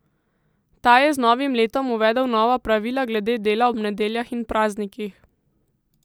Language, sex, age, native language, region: Slovenian, female, 18-29, Slovenian, Central Slovenia